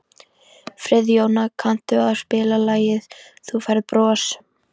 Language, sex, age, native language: Icelandic, female, 13, Icelandic